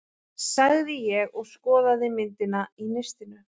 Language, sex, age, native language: Icelandic, female, 11, Icelandic